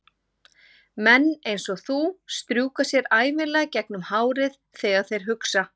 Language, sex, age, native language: Icelandic, female, 40-49, Icelandic